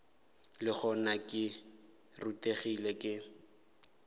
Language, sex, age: Northern Sotho, male, 18